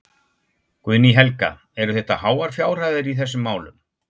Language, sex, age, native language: Icelandic, male, 60-69, Icelandic